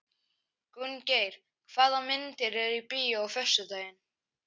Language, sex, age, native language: Icelandic, male, 11, Icelandic